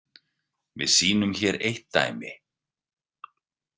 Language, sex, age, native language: Icelandic, male, 40-49, Icelandic